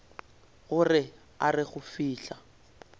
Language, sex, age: Northern Sotho, male, 22